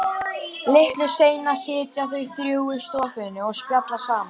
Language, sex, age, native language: Icelandic, male, 12, Icelandic